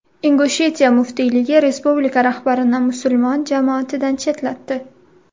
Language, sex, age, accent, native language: Uzbek, female, 18-24, Surxondaryo, Uzbek